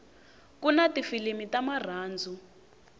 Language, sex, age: Tsonga, female, 18